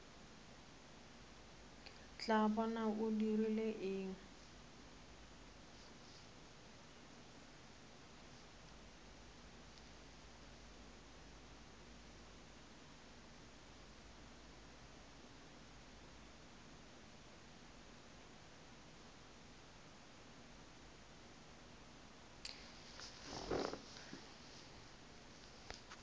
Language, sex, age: Northern Sotho, female, 27